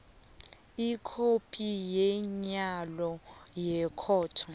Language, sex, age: South Ndebele, female, 22